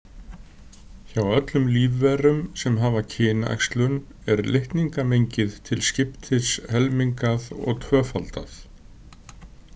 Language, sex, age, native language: Icelandic, male, 60-69, Icelandic